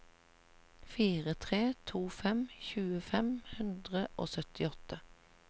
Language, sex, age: Norwegian, female, 37